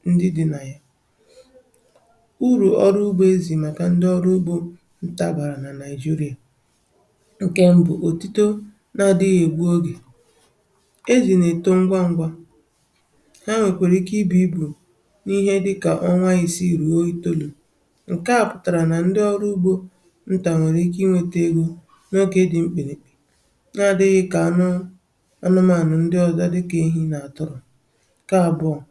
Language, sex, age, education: Igbo, female, 15-29, tertiary